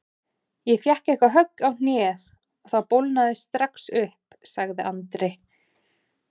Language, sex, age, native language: Icelandic, female, 20-29, Icelandic